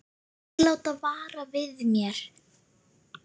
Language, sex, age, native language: Icelandic, female, 10, Icelandic